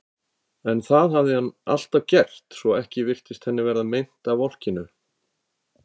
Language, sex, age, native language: Icelandic, male, 50-59, Icelandic